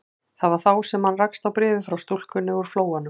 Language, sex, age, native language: Icelandic, female, 40-49, Icelandic